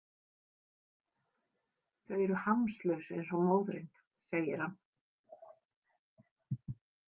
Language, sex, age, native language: Icelandic, female, 50-59, Icelandic